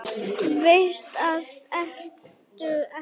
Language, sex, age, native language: Icelandic, male, 9, Icelandic